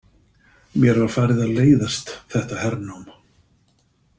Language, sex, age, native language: Icelandic, male, 50-59, Icelandic